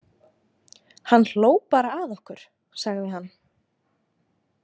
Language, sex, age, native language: Icelandic, female, 20-29, Icelandic